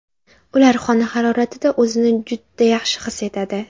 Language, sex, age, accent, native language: Uzbek, female, under 19, Jizzax, Uzbek